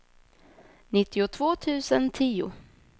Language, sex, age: Swedish, female, 26